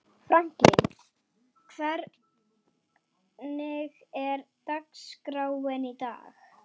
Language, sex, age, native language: Icelandic, female, 12, Swedish